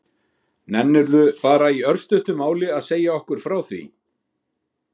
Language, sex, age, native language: Icelandic, male, 50-59, Icelandic